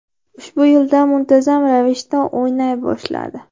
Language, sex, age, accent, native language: Uzbek, female, 12-17, Andijon, Uzbek